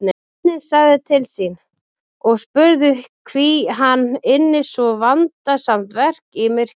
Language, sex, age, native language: Icelandic, female, 30-39, Icelandic